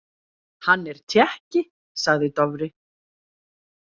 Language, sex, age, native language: Icelandic, female, 40-49, Icelandic